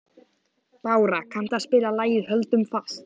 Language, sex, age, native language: Icelandic, male, 14, Icelandic